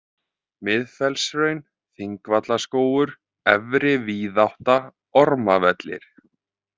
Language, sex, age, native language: Icelandic, male, 30-39, Icelandic